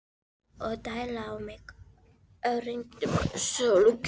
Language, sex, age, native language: Icelandic, female, 13, Filipino